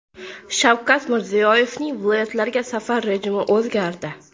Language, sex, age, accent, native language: Uzbek, female, 18-24, Surxondaryo, Uzbek